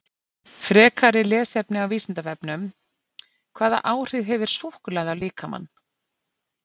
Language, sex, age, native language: Icelandic, female, 50-59, Icelandic